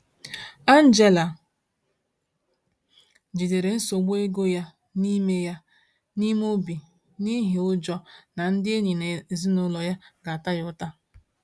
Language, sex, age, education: Igbo, female, 15-29, tertiary